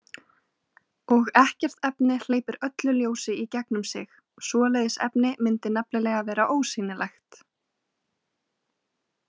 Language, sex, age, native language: Icelandic, female, 20-29, Icelandic